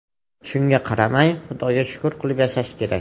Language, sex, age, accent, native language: Uzbek, male, 18-24, Farg'ona, Uzbek